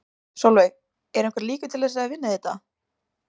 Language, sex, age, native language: Icelandic, female, 20-29, Icelandic